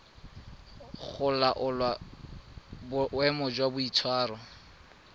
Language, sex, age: Tswana, male, 22